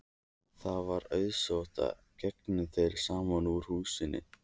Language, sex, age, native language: Icelandic, male, 14, Icelandic